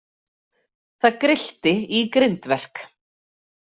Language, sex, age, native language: Icelandic, female, 40-49, Icelandic